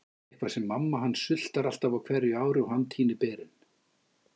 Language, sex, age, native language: Icelandic, male, 50-59, Icelandic